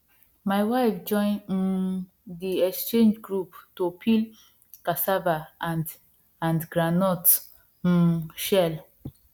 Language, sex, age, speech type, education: Nigerian Pidgin, female, 15-29, spontaneous, tertiary